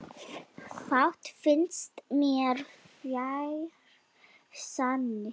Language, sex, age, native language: Icelandic, female, 9, Icelandic